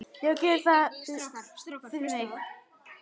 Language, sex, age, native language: Icelandic, male, 9, Icelandic